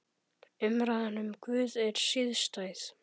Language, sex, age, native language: Icelandic, male, 10, Icelandic